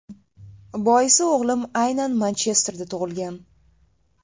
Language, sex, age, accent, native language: Uzbek, female, 18-24, Toshkent shahri, Uzbek